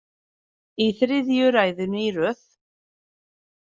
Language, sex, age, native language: Icelandic, female, 40-49, Icelandic